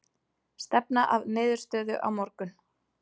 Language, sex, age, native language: Icelandic, female, 30-39, Icelandic